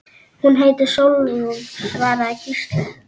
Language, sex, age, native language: Icelandic, female, 9, Icelandic